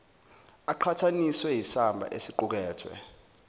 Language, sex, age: Zulu, male, 19